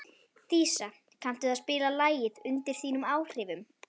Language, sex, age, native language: Icelandic, female, 11, Icelandic